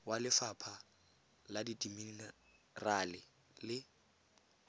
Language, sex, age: Tswana, male, 20